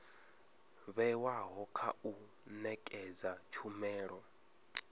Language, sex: Venda, male